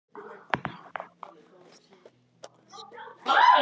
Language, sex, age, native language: Icelandic, female, 11, Icelandic